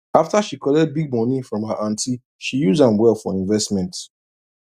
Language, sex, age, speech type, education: Nigerian Pidgin, male, 30-45, spontaneous, tertiary